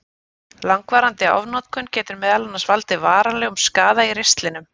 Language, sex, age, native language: Icelandic, female, 30-39, Icelandic